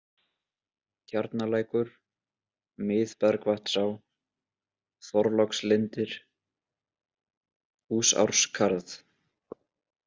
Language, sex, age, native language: Icelandic, male, 20-29, Icelandic